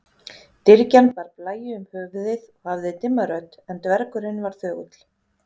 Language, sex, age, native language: Icelandic, female, 40-49, Icelandic